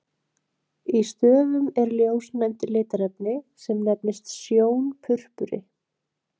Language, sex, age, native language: Icelandic, female, 30-39, Icelandic